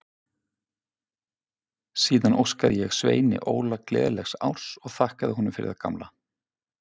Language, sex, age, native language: Icelandic, male, 50-59, Icelandic